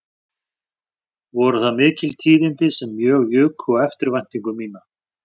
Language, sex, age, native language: Icelandic, male, 40-49, Icelandic